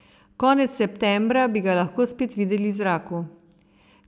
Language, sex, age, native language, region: Slovenian, female, 50-59, Slovenian, Savinja region